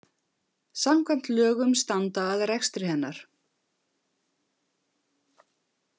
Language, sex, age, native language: Icelandic, female, 50-59, Icelandic